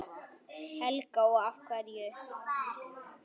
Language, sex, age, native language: Icelandic, male, 9, Icelandic